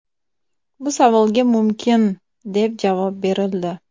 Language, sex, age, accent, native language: Uzbek, female, 25-34, Samarqand, Uzbek